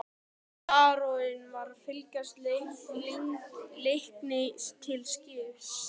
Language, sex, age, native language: Icelandic, male, 12, Icelandic